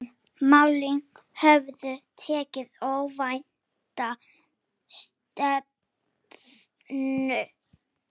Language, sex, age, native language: Icelandic, female, 7, Icelandic